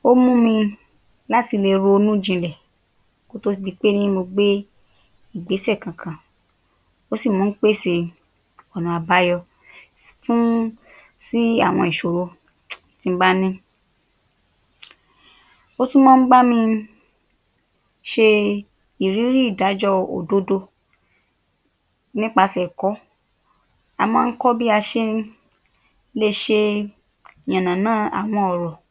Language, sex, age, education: Yoruba, female, 30-45, tertiary